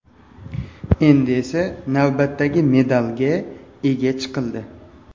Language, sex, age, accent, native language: Uzbek, male, 18-24, Farg'ona, Uzbek